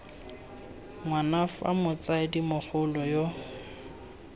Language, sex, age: Tswana, male, 18